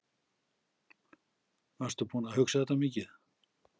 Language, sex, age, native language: Icelandic, male, 60-69, Icelandic